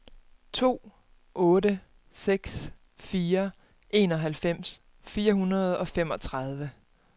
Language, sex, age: Danish, female, 29